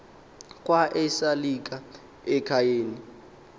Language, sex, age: Xhosa, male, 19